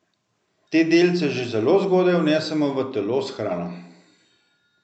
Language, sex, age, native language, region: Slovenian, male, 50-59, Slovenian, Central Slovenia